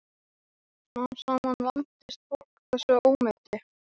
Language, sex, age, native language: Icelandic, male, 12, Icelandic